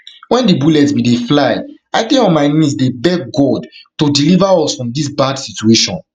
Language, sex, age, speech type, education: Nigerian Pidgin, male, 15-29, spontaneous, tertiary